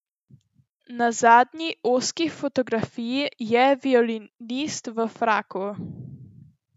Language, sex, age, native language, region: Slovenian, female, 12-17, Slovenian, Central Slovenia